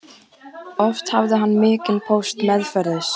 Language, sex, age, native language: Icelandic, female, 14, Icelandic